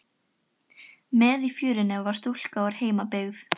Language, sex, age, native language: Icelandic, female, 13, Icelandic